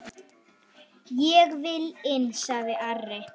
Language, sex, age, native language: Icelandic, female, 9, Icelandic